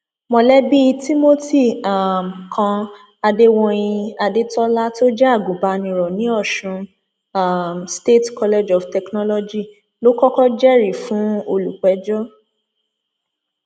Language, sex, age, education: Yoruba, female, 15-29, tertiary